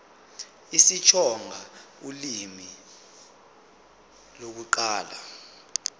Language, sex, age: Zulu, male, 25